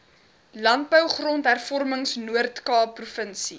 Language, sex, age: Afrikaans, female, 21